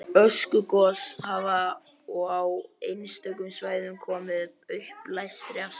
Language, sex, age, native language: Icelandic, male, 11, Icelandic